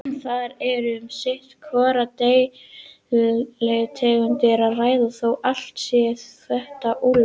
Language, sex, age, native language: Icelandic, female, 18-19, Icelandic